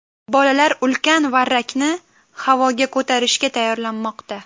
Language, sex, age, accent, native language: Uzbek, female, 18-24, Qashqadaryo, Uzbek